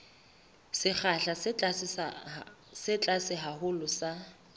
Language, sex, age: Southern Sotho, female, 24